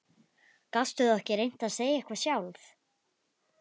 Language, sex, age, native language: Icelandic, female, 11, Icelandic